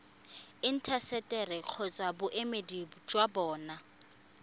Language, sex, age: Tswana, female, 20